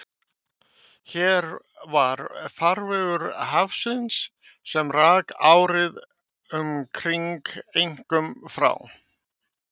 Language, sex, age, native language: Icelandic, male, 50-59, Icelandic